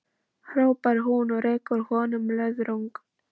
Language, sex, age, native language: Icelandic, female, 13, Polish